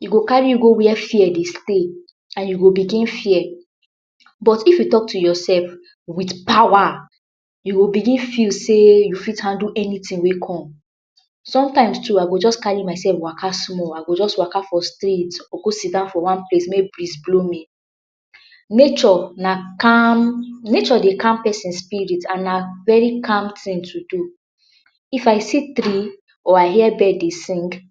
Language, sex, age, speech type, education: Nigerian Pidgin, female, 60+, spontaneous, tertiary